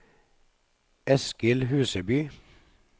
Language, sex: Norwegian, male